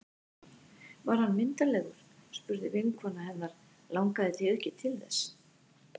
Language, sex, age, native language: Icelandic, female, 60-69, Icelandic